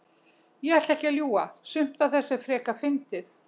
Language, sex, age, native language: Icelandic, female, 60-69, Icelandic